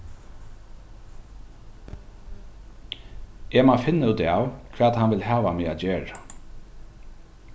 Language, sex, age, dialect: Faroese, male, 36-60, Norðuroyggjar